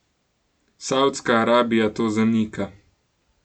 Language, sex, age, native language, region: Slovenian, male, 18-29, Slovenian, Gorenjska region